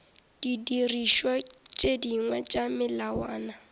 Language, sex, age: Northern Sotho, female, 18